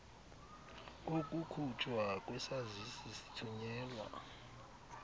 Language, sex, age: Xhosa, male, 35